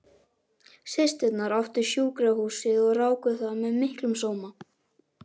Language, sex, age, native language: Icelandic, male, 11, Icelandic